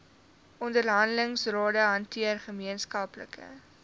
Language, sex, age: Afrikaans, female, 19